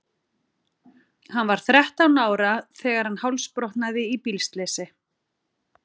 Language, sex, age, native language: Icelandic, female, 40-49, Icelandic